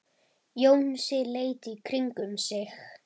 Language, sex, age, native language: Icelandic, female, 10, Icelandic